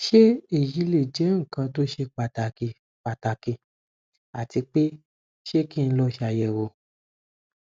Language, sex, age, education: Yoruba, male, 15-29, tertiary